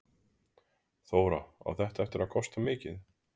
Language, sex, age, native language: Icelandic, male, 30-39, Icelandic